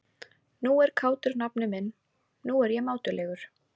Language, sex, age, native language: Icelandic, female, 18-19, Icelandic